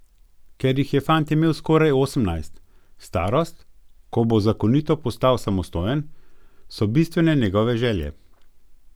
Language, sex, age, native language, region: Slovenian, male, 50-59, Slovenian, Gorenjska region